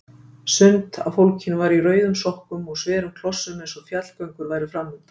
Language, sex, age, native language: Icelandic, female, 50-59, Icelandic